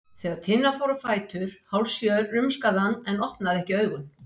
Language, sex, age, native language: Icelandic, female, 60-69, Icelandic